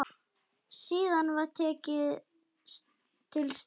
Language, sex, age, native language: Icelandic, other, 10, Icelandic